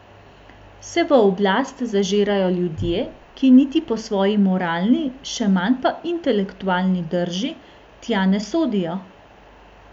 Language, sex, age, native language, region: Slovenian, female, 18-29, Slovenian, Central Slovenia